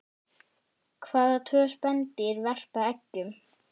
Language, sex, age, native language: Icelandic, female, 10, Icelandic